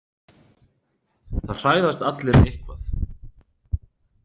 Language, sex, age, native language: Icelandic, male, 30-39, Icelandic